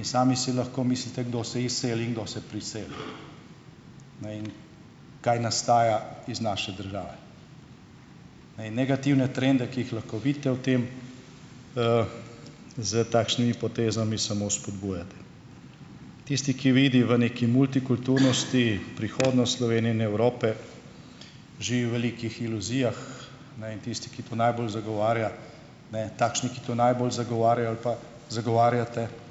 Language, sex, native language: Slovenian, male, Slovenian